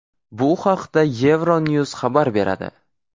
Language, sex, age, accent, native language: Uzbek, male, 18-24, Farg'ona, Uzbek